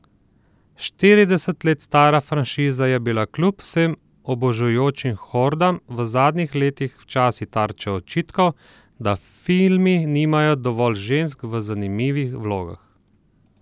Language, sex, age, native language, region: Slovenian, male, 30-49, Slovenian, Southeast Slovenia